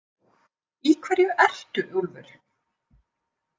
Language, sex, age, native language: Icelandic, female, 50-59, Icelandic